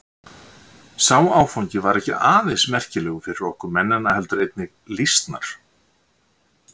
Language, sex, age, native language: Icelandic, male, 60-69, Icelandic